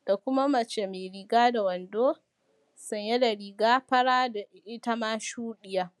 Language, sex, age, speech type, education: Hausa, female, 15-29, spontaneous, primary